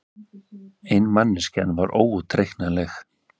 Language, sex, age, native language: Icelandic, male, 30-39, Icelandic